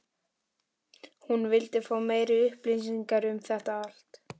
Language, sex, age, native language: Icelandic, male, 12, Icelandic